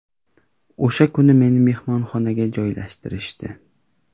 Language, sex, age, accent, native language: Uzbek, male, 18-24, Jizzax, Uzbek